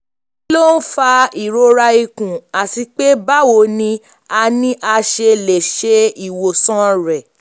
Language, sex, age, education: Yoruba, female, 15-29, tertiary